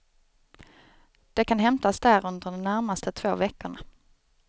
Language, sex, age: Swedish, female, 29